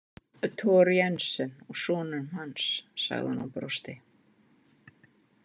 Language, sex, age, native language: Icelandic, female, 50-59, Icelandic